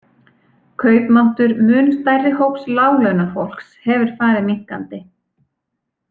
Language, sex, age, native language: Icelandic, female, 40-49, Icelandic